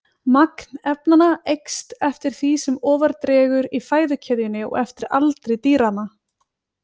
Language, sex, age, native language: Icelandic, female, 20-29, Icelandic